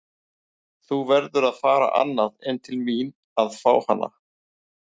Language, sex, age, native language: Icelandic, male, 40-49, Icelandic